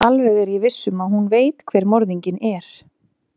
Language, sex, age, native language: Icelandic, female, 30-39, Icelandic